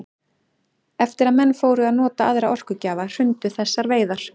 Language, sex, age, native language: Icelandic, female, 30-39, Icelandic